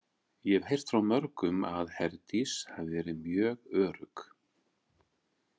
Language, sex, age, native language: Icelandic, male, 40-49, Icelandic